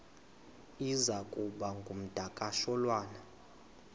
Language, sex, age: Xhosa, male, 22